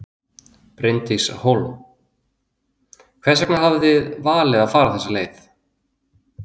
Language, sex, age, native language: Icelandic, male, 30-39, Icelandic